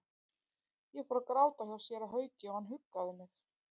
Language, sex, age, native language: Icelandic, female, 30-39, Icelandic